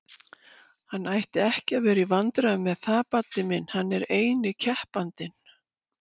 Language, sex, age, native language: Icelandic, female, 60-69, Icelandic